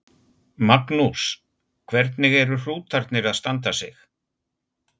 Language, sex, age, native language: Icelandic, male, 60-69, Icelandic